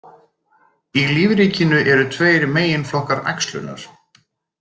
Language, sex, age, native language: Icelandic, male, 30-39, Icelandic